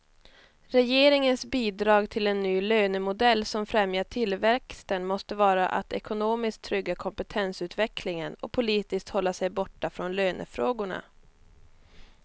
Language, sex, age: Swedish, female, 21